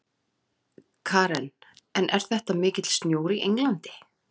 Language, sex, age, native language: Icelandic, female, 30-39, Icelandic